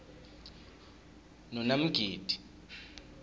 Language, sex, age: South Ndebele, male, 23